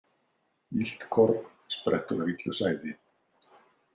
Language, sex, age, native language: Icelandic, male, 60-69, Icelandic